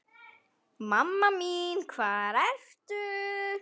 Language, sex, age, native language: Icelandic, female, 9, Icelandic